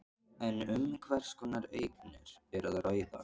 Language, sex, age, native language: Icelandic, male, 14, Icelandic